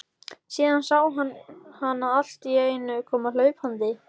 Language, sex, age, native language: Icelandic, male, 14, Icelandic